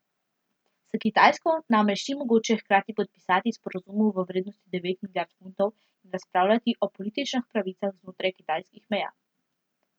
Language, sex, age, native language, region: Slovenian, female, 12-17, Slovenian, Central Slovenia